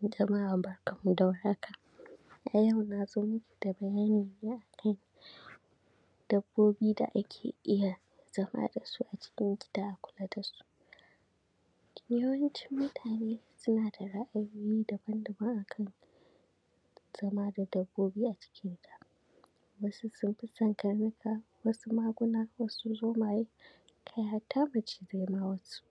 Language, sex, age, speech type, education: Hausa, female, 15-29, spontaneous, secondary